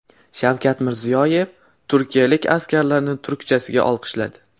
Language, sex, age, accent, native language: Uzbek, male, 12-17, Namangan, Uzbek